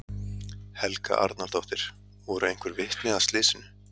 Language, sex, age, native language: Icelandic, male, 30-39, Icelandic